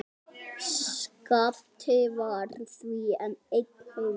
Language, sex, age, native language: Icelandic, male, 8, Icelandic